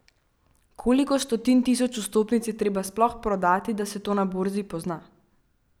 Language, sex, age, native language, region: Slovenian, female, 12-17, Slovenian, Central Slovenia